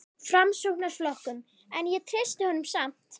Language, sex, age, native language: Icelandic, female, 11, Icelandic